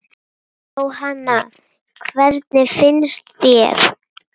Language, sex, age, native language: Icelandic, female, 9, Icelandic